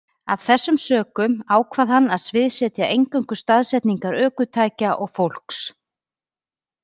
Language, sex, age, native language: Icelandic, female, 30-39, Icelandic